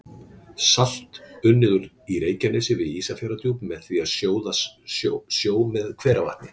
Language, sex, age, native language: Icelandic, male, 40-49, Icelandic